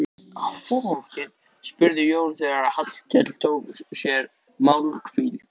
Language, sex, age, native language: Icelandic, male, 13, Icelandic